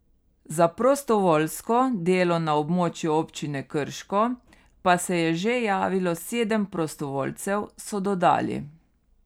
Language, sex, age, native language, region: Slovenian, female, 30-49, Slovenian, Carinthia region